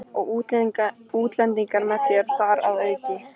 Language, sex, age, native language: Icelandic, female, 13, Icelandic